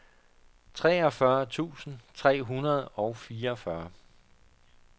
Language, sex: Danish, male